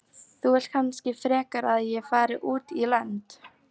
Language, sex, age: Icelandic, female, 18-19